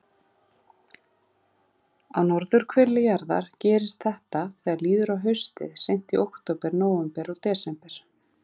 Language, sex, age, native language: Icelandic, female, 30-39, Icelandic